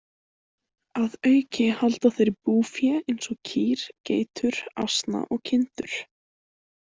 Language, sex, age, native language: Icelandic, female, 18-19, Icelandic